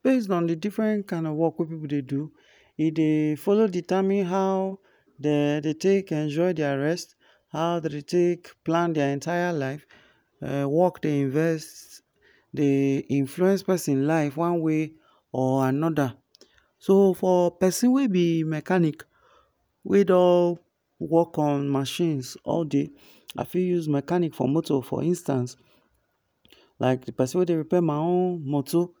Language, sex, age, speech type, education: Nigerian Pidgin, male, 15-29, spontaneous, tertiary